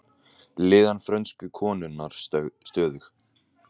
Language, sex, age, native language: Icelandic, male, 18-19, Icelandic